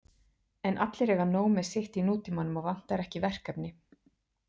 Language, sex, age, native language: Icelandic, female, 40-49, Icelandic